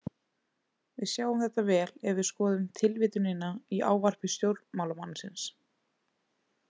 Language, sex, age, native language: Icelandic, female, 20-29, Icelandic